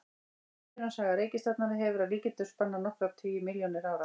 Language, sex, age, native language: Icelandic, female, 18-19, Icelandic